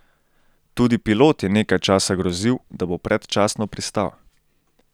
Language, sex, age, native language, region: Slovenian, male, 18-29, Slovenian, Central Slovenia